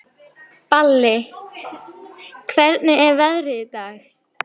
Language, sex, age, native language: Icelandic, female, 11, Icelandic